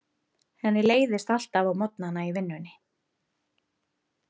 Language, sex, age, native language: Icelandic, female, 30-39, Icelandic